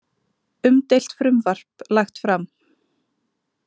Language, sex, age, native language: Icelandic, female, 20-29, Icelandic